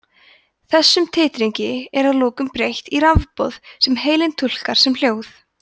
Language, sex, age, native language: Icelandic, female, 20-29, Icelandic